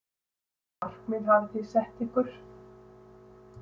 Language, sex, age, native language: Icelandic, female, 60-69, Icelandic